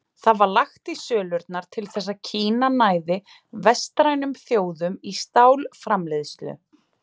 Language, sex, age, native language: Icelandic, female, 30-39, Icelandic